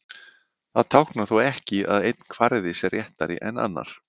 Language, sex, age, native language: Icelandic, male, 50-59, Icelandic